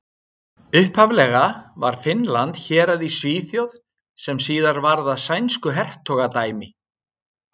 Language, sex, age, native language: Icelandic, male, 60-69, Icelandic